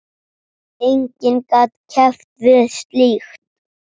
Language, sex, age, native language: Icelandic, male, 7, Icelandic